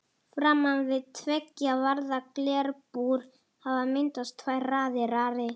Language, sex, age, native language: Icelandic, female, 40-49, Italian